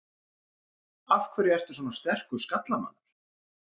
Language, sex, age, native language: Icelandic, male, 40-49, Icelandic